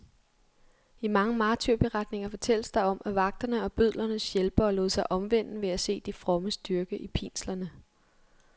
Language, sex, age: Danish, female, 23